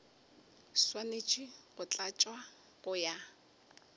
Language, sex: Northern Sotho, female